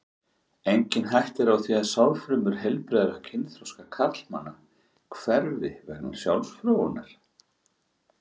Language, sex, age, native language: Icelandic, male, 40-49, Icelandic